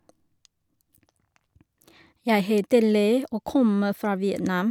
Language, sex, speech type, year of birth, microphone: Norwegian, female, spontaneous, 1983, Shure